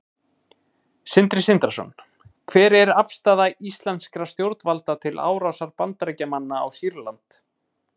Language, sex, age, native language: Icelandic, male, 20-29, Icelandic